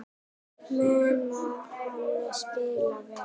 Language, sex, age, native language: Icelandic, female, 9, Icelandic